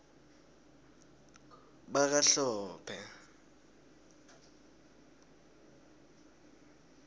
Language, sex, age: Swati, male, 20